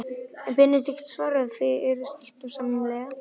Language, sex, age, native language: Icelandic, male, 11, Icelandic